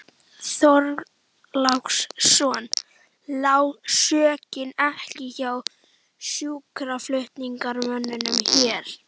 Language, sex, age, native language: Icelandic, female, 11, Icelandic